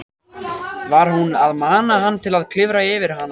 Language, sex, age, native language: Icelandic, male, 14, Icelandic